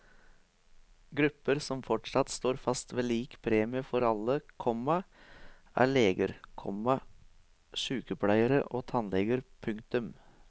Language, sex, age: Norwegian, male, 23